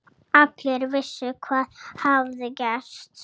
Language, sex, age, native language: Icelandic, female, 7, Icelandic